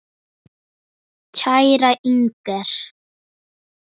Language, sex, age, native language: Icelandic, female, 10, Icelandic